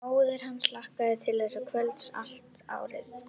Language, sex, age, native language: Icelandic, female, 11, Icelandic